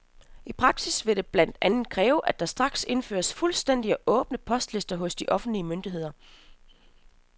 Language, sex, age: Danish, female, 27